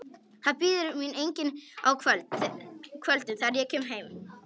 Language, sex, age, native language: Icelandic, male, 18-19, Polish